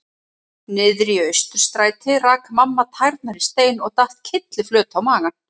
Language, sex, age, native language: Icelandic, female, 30-39, Icelandic